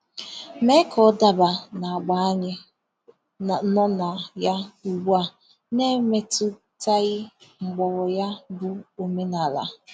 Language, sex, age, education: Igbo, female, 15-29, tertiary